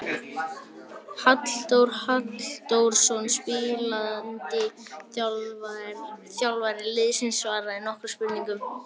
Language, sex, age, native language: Icelandic, male, 18-19, Icelandic